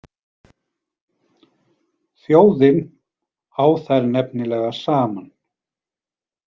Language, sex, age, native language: Icelandic, male, 40-49, Icelandic